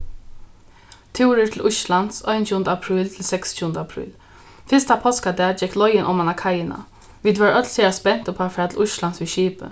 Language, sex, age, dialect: Faroese, female, 15-35, Norðuroyggjar